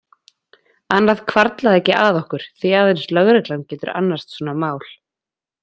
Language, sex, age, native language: Icelandic, female, 20-29, Icelandic